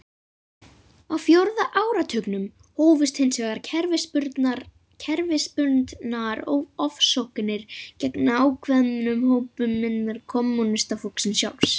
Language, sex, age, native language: Icelandic, female, 40-49, Icelandic